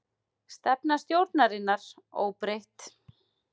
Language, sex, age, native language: Icelandic, female, 40-49, Icelandic